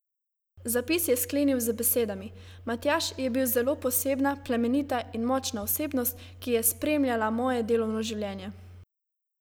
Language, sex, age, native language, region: Slovenian, female, 18-29, Slovenian, Savinja region